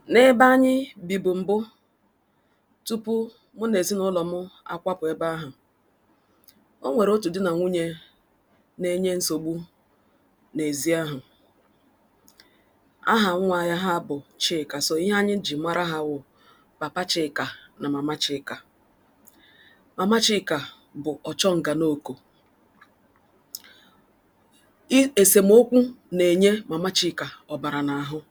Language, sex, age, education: Igbo, female, 46-60, tertiary